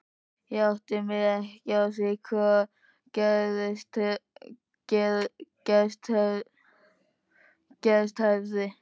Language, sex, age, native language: Icelandic, male, 13, Icelandic